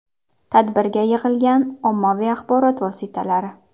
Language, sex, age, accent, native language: Uzbek, female, 19-29, Qashqadaryo, Uzbek